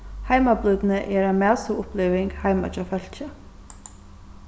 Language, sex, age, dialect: Faroese, female, 36-60, Suðurstreymoy